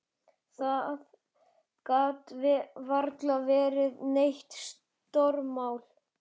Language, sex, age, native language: Icelandic, male, 11, Icelandic